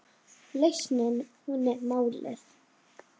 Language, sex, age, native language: Icelandic, female, 7, Icelandic